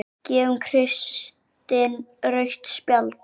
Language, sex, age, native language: Icelandic, male, 8, Icelandic